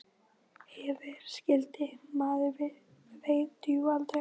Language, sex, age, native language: Icelandic, female, 12, Icelandic